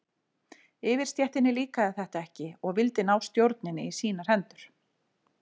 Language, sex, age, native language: Icelandic, female, 40-49, Icelandic